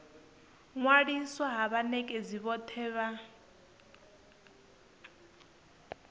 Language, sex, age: Venda, female, 22